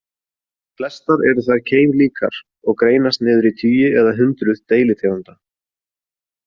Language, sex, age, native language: Icelandic, male, 20-29, Icelandic